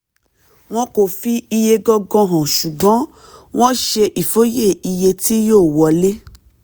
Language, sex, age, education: Yoruba, female, 30-45, tertiary